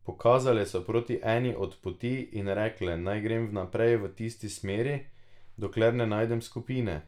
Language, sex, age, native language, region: Slovenian, male, 18-29, Slovenian, Drava region